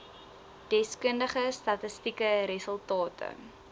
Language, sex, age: Afrikaans, female, 20